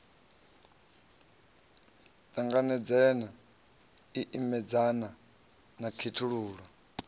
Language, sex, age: Venda, male, 37